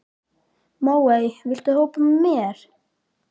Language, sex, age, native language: Icelandic, male, 12, Icelandic